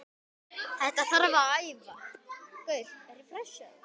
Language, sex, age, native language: Icelandic, male, 10, Icelandic